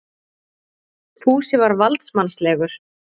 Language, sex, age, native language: Icelandic, female, 20-29, Icelandic